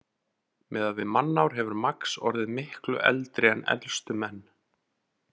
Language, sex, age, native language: Icelandic, male, 40-49, Icelandic